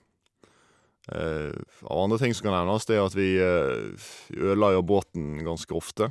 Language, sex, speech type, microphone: Norwegian, male, spontaneous, Shure